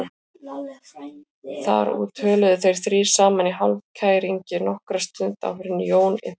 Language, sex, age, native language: Icelandic, female, 40-49, Icelandic